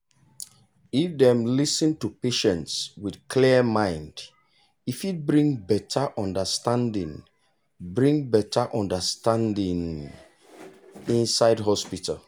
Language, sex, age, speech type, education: Nigerian Pidgin, male, 30-45, spontaneous, tertiary